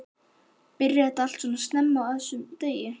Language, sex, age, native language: Icelandic, male, 12, Icelandic